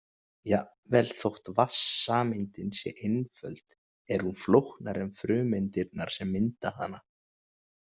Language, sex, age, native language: Icelandic, male, 20-29, Icelandic